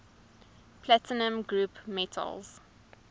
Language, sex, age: English, female, 19